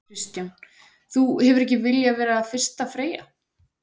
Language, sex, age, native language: Icelandic, female, 40-49, Icelandic